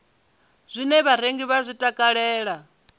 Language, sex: Venda, female